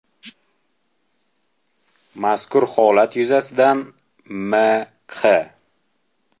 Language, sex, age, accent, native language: Uzbek, male, 18-24, Toshkent viloyati, Uzbek